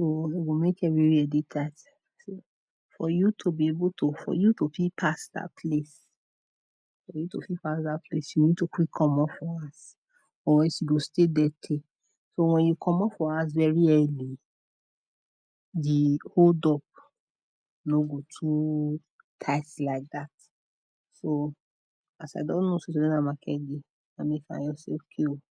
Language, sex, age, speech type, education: Nigerian Pidgin, female, 30-45, spontaneous, tertiary